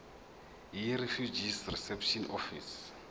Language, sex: Zulu, male